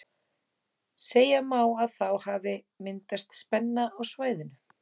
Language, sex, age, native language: Icelandic, female, 18-19, Icelandic